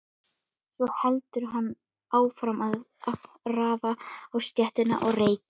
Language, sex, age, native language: Icelandic, female, 12, Icelandic